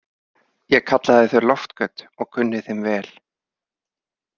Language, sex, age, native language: Icelandic, male, 30-39, Icelandic